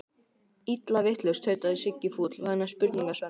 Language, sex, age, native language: Icelandic, male, 12, Icelandic